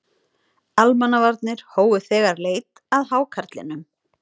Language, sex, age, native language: Icelandic, female, 30-39, Icelandic